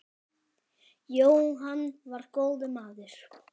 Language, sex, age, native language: Icelandic, male, 10, Icelandic